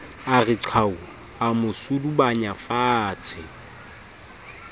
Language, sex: Southern Sotho, male